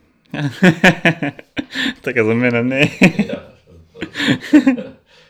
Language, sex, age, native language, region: Slovenian, male, 18-29, Slovenian, Drava region